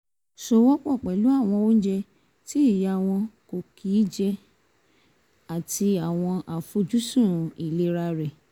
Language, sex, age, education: Yoruba, female, 30-45, tertiary